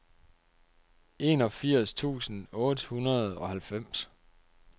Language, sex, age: Danish, male, 30